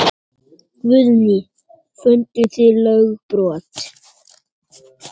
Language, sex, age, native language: Icelandic, male, 8, Icelandic